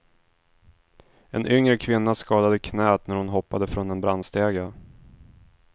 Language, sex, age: Swedish, male, 26